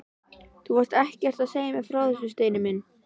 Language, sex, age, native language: Icelandic, female, 12, Icelandic